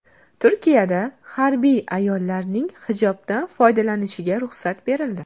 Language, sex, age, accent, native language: Uzbek, female, 19-29, Qashqadaryo, Uzbek